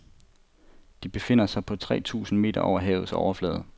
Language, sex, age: Danish, male, 25